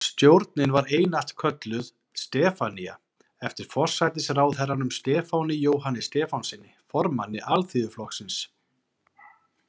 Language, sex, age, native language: Icelandic, male, 40-49, Icelandic